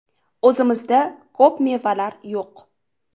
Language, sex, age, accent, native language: Uzbek, female, 18-24, Farg'ona, Uzbek